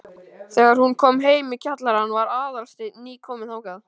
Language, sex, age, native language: Icelandic, male, 13, Icelandic